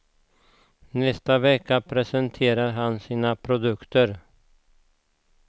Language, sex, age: Swedish, male, 49